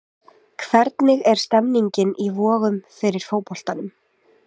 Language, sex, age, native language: Icelandic, female, 20-29, Icelandic